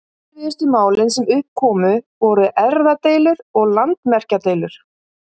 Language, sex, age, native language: Icelandic, female, 50-59, Icelandic